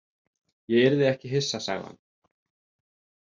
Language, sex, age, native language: Icelandic, male, 18-19, Icelandic